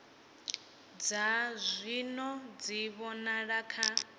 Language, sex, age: Venda, female, 18